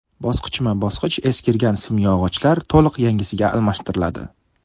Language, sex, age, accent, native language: Uzbek, male, 18-24, Qoraqalpog'iston, Karakalpak